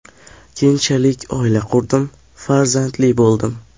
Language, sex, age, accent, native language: Uzbek, male, 12-17, Farg'ona, Uzbek